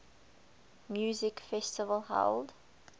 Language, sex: English, female